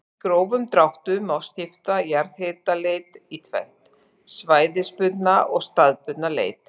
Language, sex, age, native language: Icelandic, female, 40-49, Icelandic